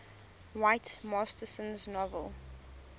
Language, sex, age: English, female, 20